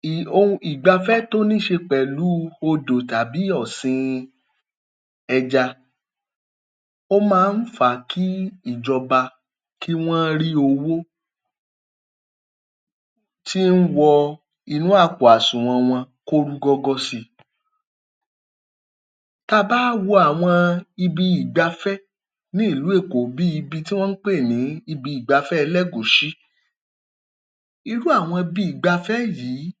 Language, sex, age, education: Yoruba, male, 30-45, tertiary